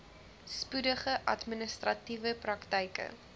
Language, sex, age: Afrikaans, female, 20